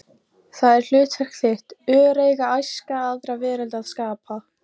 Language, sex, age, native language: Icelandic, female, 14, Icelandic